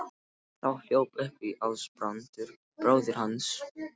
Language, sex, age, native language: Icelandic, male, 12, Icelandic